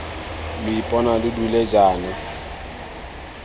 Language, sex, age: Tswana, male, 19